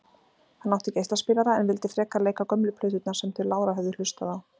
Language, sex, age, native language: Icelandic, female, 40-49, Icelandic